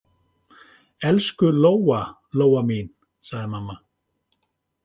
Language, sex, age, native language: Icelandic, male, 50-59, Icelandic